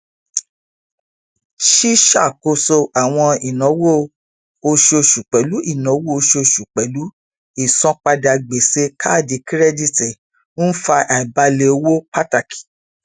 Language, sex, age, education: Yoruba, female, 46-60, tertiary